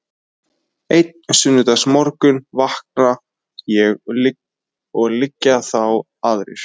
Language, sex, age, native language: Icelandic, male, 20-29, Icelandic